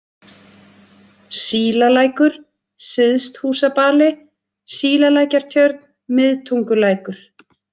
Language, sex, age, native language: Icelandic, female, 30-39, Icelandic